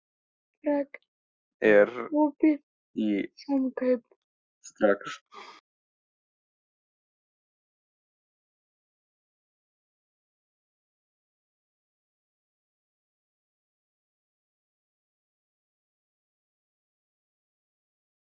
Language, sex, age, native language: Icelandic, male, 15, Icelandic